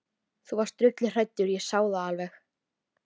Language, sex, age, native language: Icelandic, female, 13, Icelandic